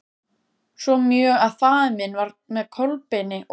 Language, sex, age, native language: Icelandic, female, 14, Icelandic